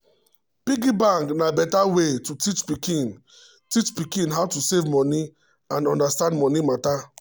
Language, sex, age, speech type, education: Nigerian Pidgin, male, 30-45, spontaneous, tertiary